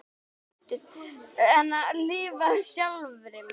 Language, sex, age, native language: Icelandic, female, 10, Icelandic